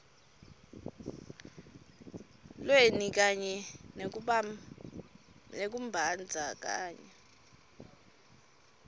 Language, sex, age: Swati, female, 23